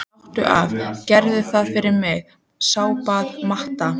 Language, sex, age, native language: Icelandic, female, 14, Icelandic